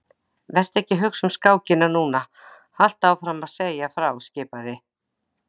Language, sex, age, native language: Icelandic, female, 60-69, Icelandic